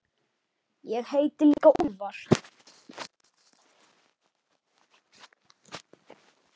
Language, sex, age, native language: Icelandic, male, 9, Icelandic